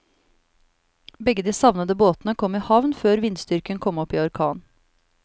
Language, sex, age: Norwegian, female, 34